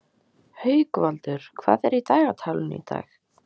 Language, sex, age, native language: Icelandic, female, 18-19, Icelandic